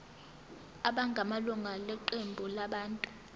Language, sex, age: Zulu, female, 18